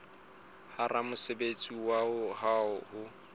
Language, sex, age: Southern Sotho, male, 35